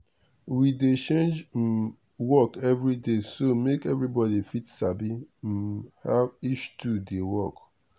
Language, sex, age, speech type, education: Nigerian Pidgin, male, 30-45, spontaneous, tertiary